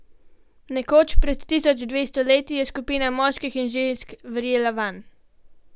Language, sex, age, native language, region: Slovenian, female, 12-17, Slovenian, Gorenjska region